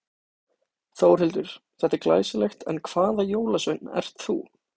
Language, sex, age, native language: Icelandic, male, 18-19, Icelandic